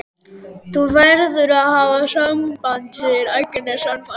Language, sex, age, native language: Icelandic, male, 12, Icelandic